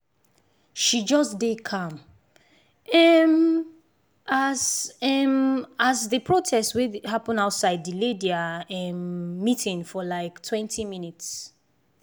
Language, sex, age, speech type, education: Nigerian Pidgin, female, 15-29, spontaneous, tertiary